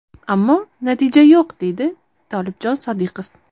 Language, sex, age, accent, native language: Uzbek, female, 18-24, Toshkent shahri, Uzbek